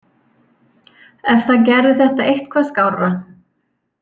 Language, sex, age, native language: Icelandic, female, 40-49, Icelandic